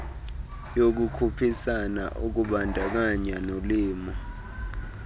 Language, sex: Xhosa, male